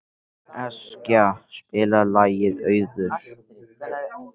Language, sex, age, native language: Icelandic, male, 13, Icelandic